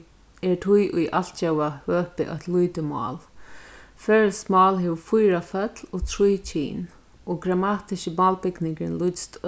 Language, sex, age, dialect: Faroese, female, 36-60, Norðurstreymoy/Eysturoy